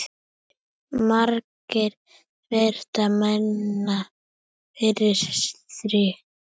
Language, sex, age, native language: Icelandic, female, 7, Icelandic